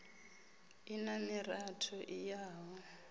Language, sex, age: Venda, female, 33